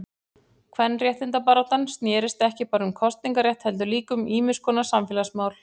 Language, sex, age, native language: Icelandic, female, 40-49, Icelandic